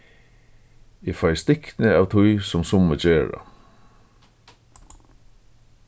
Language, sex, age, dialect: Faroese, male, 36-60, Suðurstreymoy